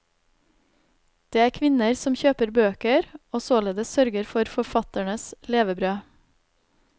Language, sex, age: Norwegian, female, 32